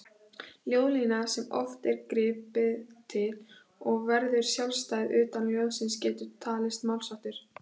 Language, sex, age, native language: Icelandic, female, 16, Icelandic